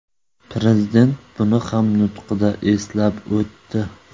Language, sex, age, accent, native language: Uzbek, male, 25-34, Surxondaryo, Uzbek